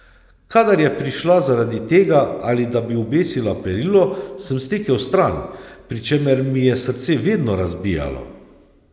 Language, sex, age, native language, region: Slovenian, male, 30-49, Slovenian, Savinja region